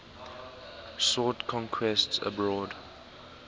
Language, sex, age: English, male, 19